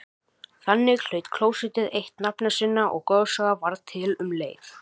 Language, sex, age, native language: Icelandic, male, 18-19, Icelandic